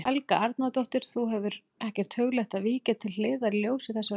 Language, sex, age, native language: Icelandic, female, 40-49, Icelandic